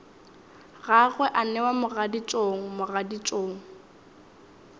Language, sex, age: Northern Sotho, female, 19